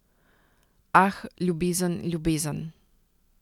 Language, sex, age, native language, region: Slovenian, female, 30-49, Slovenian, Central Slovenia